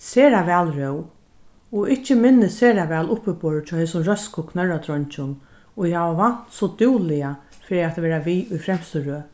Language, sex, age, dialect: Faroese, female, 61+, Norðurstreymoy/Eysturoy